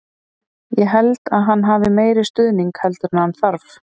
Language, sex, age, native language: Icelandic, female, 30-39, Icelandic